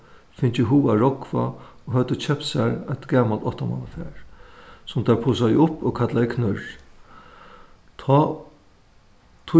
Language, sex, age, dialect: Faroese, male, 61+, Suðuroy